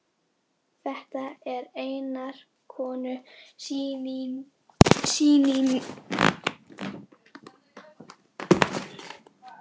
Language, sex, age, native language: Icelandic, female, 10, Icelandic